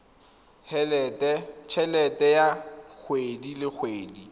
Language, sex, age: Tswana, male, 21